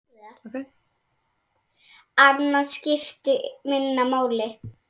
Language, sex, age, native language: Icelandic, female, 7, Icelandic